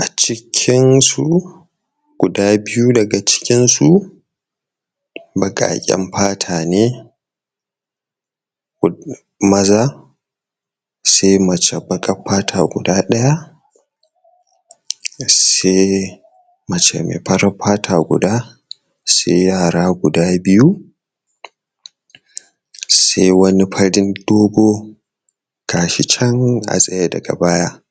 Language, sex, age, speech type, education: Hausa, male, 30-45, spontaneous, tertiary